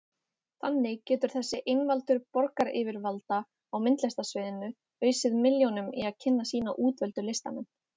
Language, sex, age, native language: Icelandic, female, 18-19, Icelandic